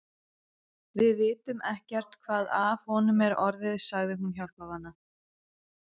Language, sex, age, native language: Icelandic, female, 30-39, Icelandic